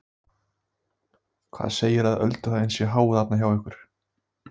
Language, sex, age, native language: Icelandic, male, 18-19, Icelandic